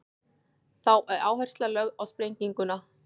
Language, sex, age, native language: Icelandic, female, 40-49, Icelandic